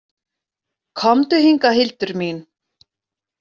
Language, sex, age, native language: Icelandic, female, 40-49, Icelandic